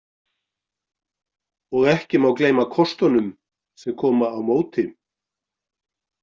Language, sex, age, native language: Icelandic, male, 40-49, Icelandic